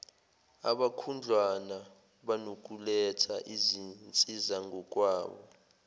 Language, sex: Zulu, male